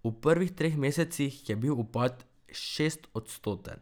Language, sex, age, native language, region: Slovenian, male, 12-17, Slovenian, Drava region